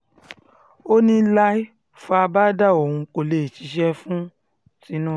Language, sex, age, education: Yoruba, female, 15-29, tertiary